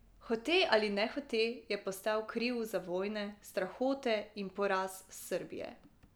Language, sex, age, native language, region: Slovenian, female, 18-29, Slovenian, Drava region